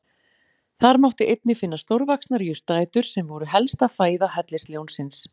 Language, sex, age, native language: Icelandic, female, 40-49, Icelandic